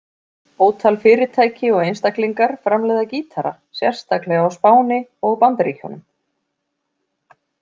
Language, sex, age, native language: Icelandic, female, 40-49, Icelandic